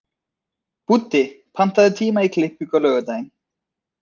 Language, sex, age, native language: Icelandic, male, 20-29, Icelandic